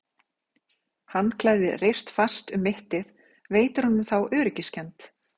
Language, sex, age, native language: Icelandic, female, 40-49, Icelandic